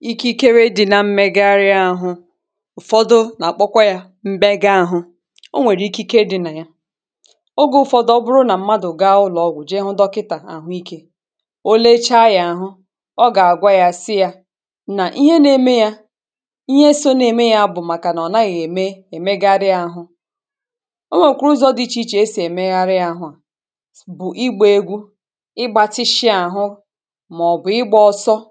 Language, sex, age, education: Igbo, female, 30-45, tertiary